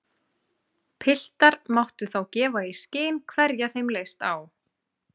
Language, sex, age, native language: Icelandic, female, 30-39, Icelandic